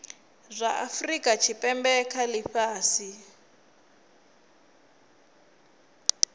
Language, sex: Venda, female